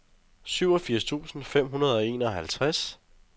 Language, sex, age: Danish, male, 23